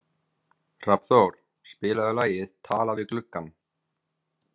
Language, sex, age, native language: Icelandic, male, 20-29, Icelandic